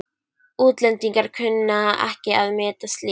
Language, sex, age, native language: Icelandic, female, 12, Icelandic